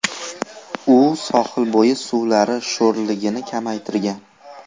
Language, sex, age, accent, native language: Uzbek, male, 18-24, Farg'ona, Uzbek